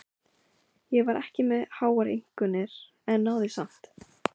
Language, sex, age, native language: Icelandic, female, 15, Icelandic